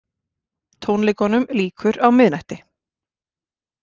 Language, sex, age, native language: Icelandic, female, 40-49, Icelandic